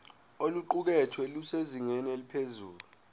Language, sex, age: Zulu, male, 20